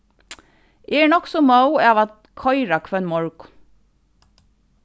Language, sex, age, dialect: Faroese, female, 36-60, Suðurstreymoy